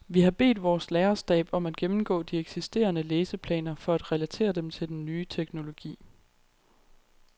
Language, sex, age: Danish, female, 23